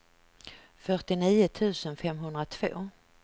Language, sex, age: Swedish, female, 49